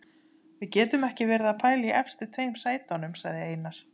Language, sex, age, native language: Icelandic, female, 30-39, Icelandic